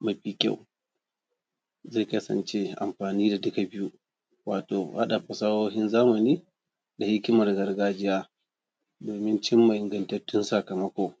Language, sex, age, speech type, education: Hausa, male, 30-45, spontaneous, tertiary